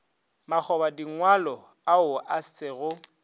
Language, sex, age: Northern Sotho, male, 30